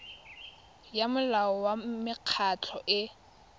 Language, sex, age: Tswana, female, 21